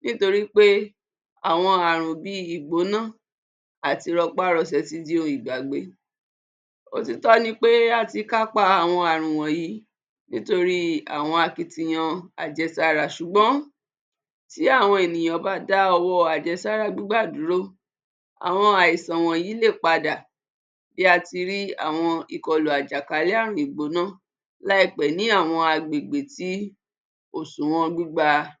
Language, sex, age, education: Yoruba, female, 30-45, tertiary